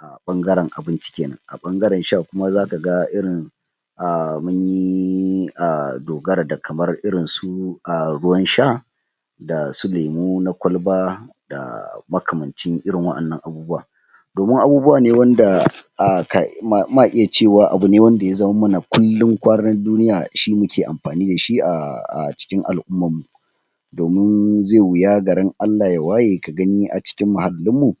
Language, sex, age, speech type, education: Hausa, male, 46-60, spontaneous, tertiary